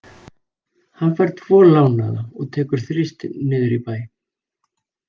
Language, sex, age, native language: Icelandic, male, 40-49, Icelandic